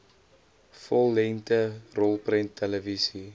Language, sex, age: Afrikaans, male, 20